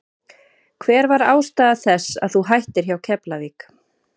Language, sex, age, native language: Icelandic, female, 30-39, Icelandic